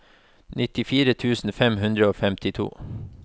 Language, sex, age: Norwegian, male, 36